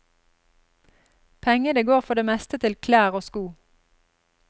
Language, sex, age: Norwegian, female, 32